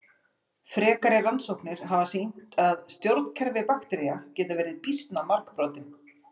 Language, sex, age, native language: Icelandic, female, 40-49, Icelandic